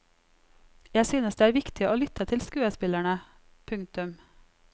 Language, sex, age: Norwegian, female, 34